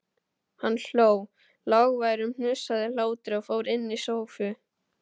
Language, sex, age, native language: Icelandic, male, 12, Icelandic